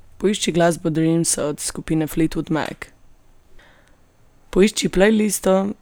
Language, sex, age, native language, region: Slovenian, female, 18-29, Slovenian, Gorenjska region